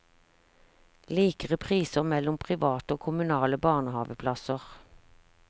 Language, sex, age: Norwegian, female, 46